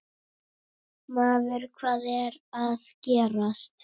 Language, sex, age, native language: Icelandic, female, 9, Icelandic